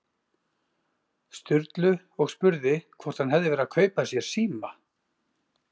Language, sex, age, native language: Icelandic, male, 40-49, Icelandic